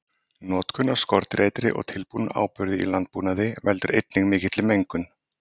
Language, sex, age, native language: Icelandic, male, 30-39, Icelandic